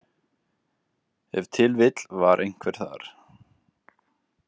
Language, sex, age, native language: Icelandic, male, 20-29, Icelandic